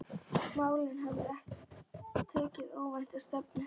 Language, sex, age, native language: Icelandic, female, 10, Icelandic